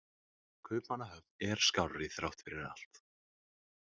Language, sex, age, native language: Icelandic, male, 18-19, Icelandic